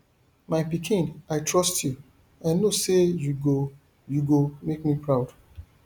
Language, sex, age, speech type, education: Nigerian Pidgin, male, 30-45, spontaneous, tertiary